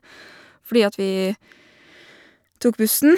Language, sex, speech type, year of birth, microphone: Norwegian, female, spontaneous, 1987, Shure